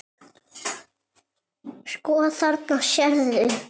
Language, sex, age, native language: Icelandic, male, 7, Icelandic